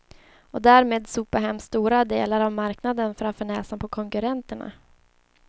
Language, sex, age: Swedish, female, 24